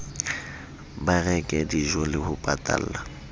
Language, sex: Southern Sotho, male